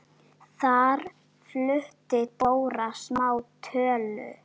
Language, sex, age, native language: Icelandic, female, 9, Icelandic